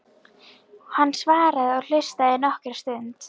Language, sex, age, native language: Icelandic, female, 11, Icelandic